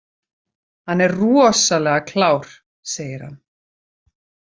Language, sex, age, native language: Icelandic, female, 30-39, Icelandic